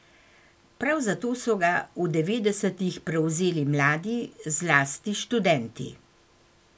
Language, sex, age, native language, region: Slovenian, female, 60+, Slovenian, Gorenjska region